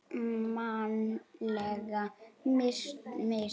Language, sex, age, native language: Icelandic, female, 8, Icelandic